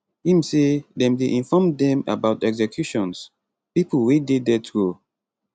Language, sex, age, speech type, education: Nigerian Pidgin, male, 15-29, spontaneous, tertiary